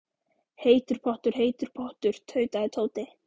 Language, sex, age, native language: Icelandic, female, 14, Icelandic